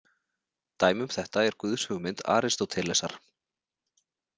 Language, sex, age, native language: Icelandic, male, 40-49, Icelandic